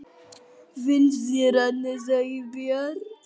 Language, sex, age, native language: Icelandic, male, 7, Icelandic